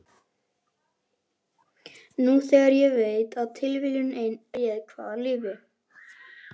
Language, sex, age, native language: Icelandic, male, 11, Icelandic